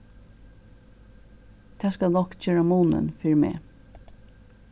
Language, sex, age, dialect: Faroese, female, 61+, Suðurstreymoy